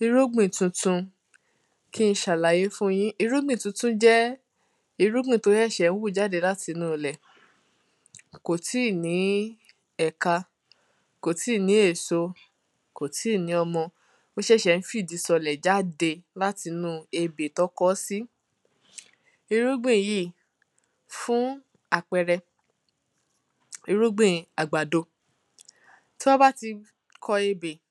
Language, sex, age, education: Yoruba, female, 15-29, tertiary